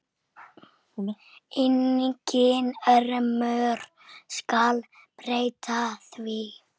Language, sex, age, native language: Icelandic, female, 6, Icelandic